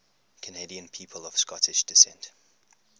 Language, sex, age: English, male, 21